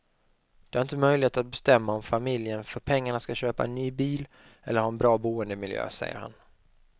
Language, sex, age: Swedish, male, 25